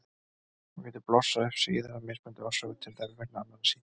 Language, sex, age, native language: Icelandic, male, 30-39, Icelandic